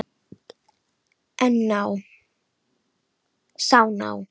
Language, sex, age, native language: Icelandic, female, 10, Icelandic